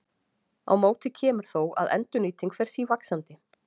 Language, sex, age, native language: Icelandic, female, 40-49, Icelandic